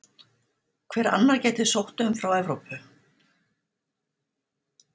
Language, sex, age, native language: Icelandic, female, 60-69, Icelandic